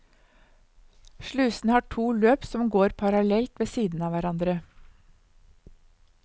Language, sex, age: Norwegian, female, 59